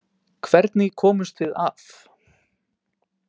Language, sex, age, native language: Icelandic, male, 18-19, Icelandic